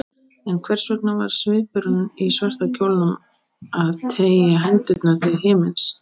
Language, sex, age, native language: Icelandic, female, 18-19, Icelandic